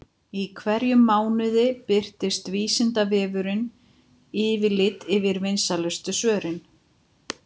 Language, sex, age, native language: Icelandic, female, 50-59, Icelandic